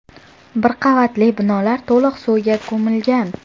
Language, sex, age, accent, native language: Uzbek, female, 18-24, Toshkent shahri, Uzbek